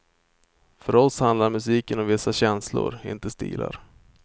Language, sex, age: Swedish, male, 25